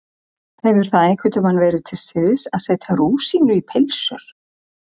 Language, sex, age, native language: Icelandic, female, 50-59, Icelandic